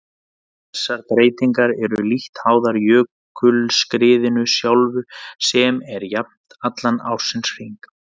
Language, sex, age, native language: Icelandic, male, 30-39, Icelandic